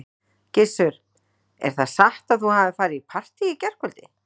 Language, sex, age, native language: Icelandic, female, 40-49, Icelandic